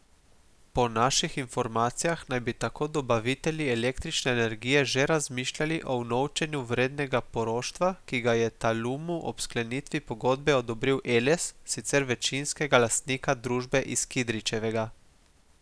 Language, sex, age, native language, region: Slovenian, male, 18-29, Slovenian, Gorica region